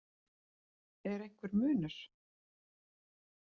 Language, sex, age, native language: Icelandic, female, 40-49, Icelandic